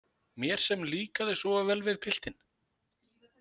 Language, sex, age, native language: Icelandic, male, 20-29, Icelandic